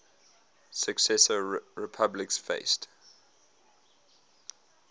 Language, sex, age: English, male, 22